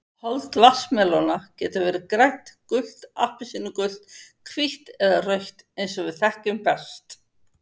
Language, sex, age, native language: Icelandic, female, 50-59, Icelandic